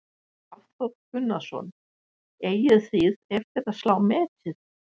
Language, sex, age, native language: Icelandic, female, 60-69, Danish